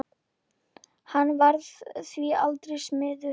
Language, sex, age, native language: Icelandic, female, 10, Icelandic